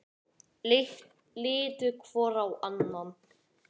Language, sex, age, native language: Icelandic, male, 9, Icelandic